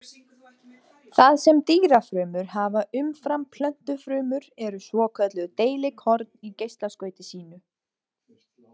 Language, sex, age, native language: Icelandic, female, 20-29, Icelandic